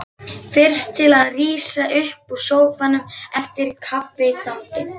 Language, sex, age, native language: Icelandic, male, 11, Icelandic